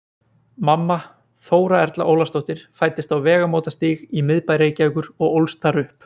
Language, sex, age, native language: Icelandic, male, 20-29, Icelandic